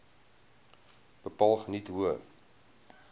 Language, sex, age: Afrikaans, male, 20